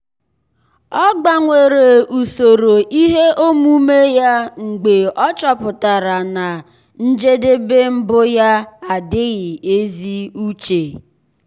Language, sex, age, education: Igbo, male, 15-29, tertiary